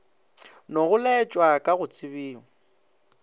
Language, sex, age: Northern Sotho, male, 18